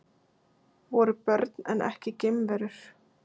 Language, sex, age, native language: Icelandic, female, 20-29, Icelandic